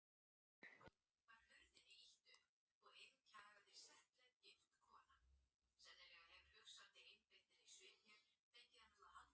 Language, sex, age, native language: Icelandic, male, 60-69, Icelandic